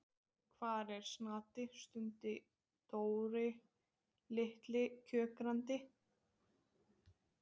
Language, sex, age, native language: Icelandic, female, 20-29, Icelandic